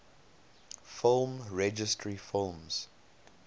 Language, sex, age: English, male, 22